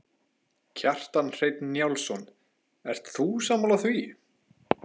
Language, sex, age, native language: Icelandic, male, 20-29, Icelandic